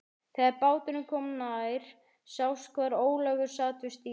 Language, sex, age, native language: Icelandic, male, 11, Icelandic